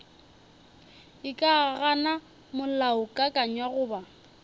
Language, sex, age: Northern Sotho, female, 21